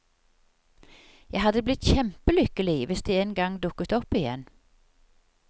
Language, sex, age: Norwegian, female, 55